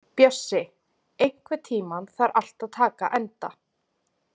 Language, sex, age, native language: Icelandic, female, 30-39, Icelandic